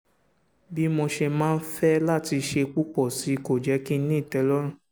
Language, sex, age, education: Yoruba, male, 15-29, secondary